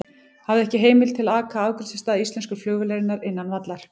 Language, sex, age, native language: Icelandic, female, 18-19, Icelandic